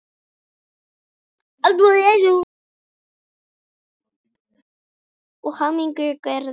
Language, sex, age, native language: Icelandic, female, 18-19, Icelandic